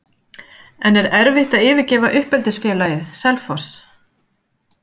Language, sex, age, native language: Icelandic, female, 50-59, Icelandic